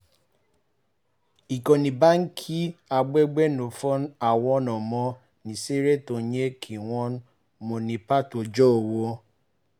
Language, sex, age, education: Yoruba, male, 15-29, tertiary